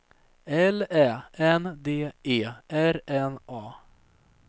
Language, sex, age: Swedish, female, 30